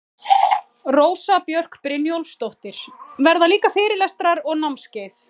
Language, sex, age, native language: Icelandic, female, 30-39, Icelandic